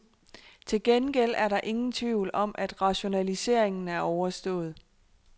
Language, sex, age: Danish, female, 26